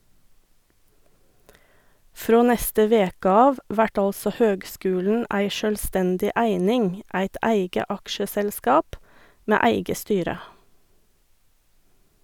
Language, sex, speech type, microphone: Norwegian, female, read, Sennheiser